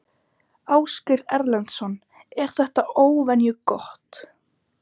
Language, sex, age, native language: Icelandic, female, 30-39, Icelandic